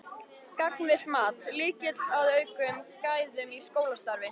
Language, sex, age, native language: Icelandic, female, 13, Icelandic